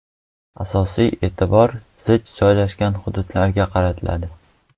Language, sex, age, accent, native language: Uzbek, male, 12-17, Qoraqalpog'iston, Uzbek